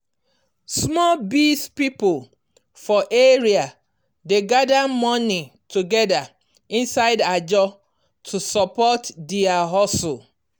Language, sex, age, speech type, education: Nigerian Pidgin, female, 46-60, spontaneous, tertiary